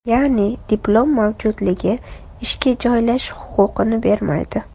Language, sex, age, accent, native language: Uzbek, female, 25-34, Toshkent shahri, Uzbek